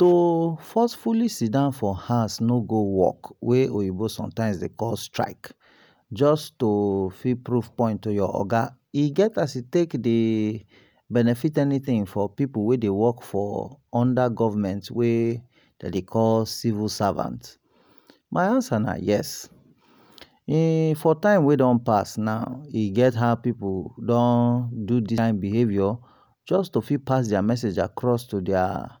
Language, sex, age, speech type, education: Nigerian Pidgin, male, 30-45, spontaneous, tertiary